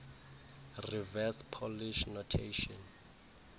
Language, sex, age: Xhosa, male, 18